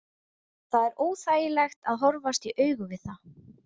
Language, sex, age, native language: Icelandic, female, 20-29, Icelandic